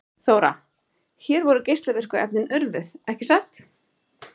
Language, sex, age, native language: Icelandic, female, 30-39, Icelandic